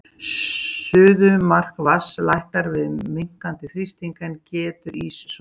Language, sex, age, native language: Icelandic, female, 40-49, Icelandic